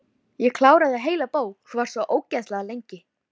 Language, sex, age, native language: Icelandic, female, 13, Icelandic